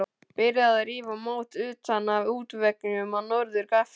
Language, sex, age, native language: Icelandic, male, 12, Icelandic